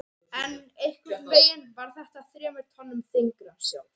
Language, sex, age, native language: Icelandic, male, 13, Icelandic